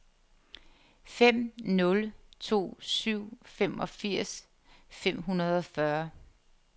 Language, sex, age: Danish, female, 50